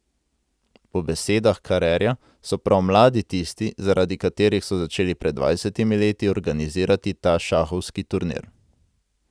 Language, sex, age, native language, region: Slovenian, male, 18-29, Slovenian, Central Slovenia